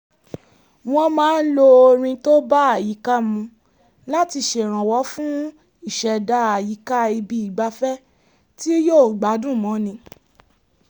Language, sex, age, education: Yoruba, female, 15-29, tertiary